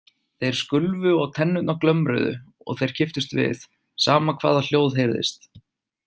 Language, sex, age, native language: Icelandic, male, 20-29, Icelandic